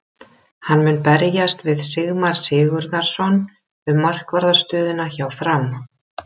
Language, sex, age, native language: Icelandic, female, 30-39, Icelandic